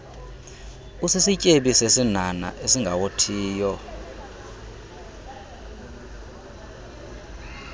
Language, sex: Xhosa, male